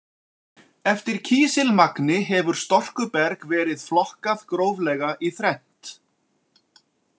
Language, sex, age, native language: Icelandic, male, 40-49, Icelandic